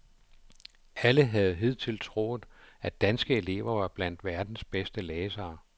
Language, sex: Danish, male